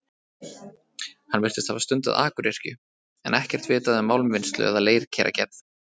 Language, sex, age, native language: Icelandic, male, 30-39, Icelandic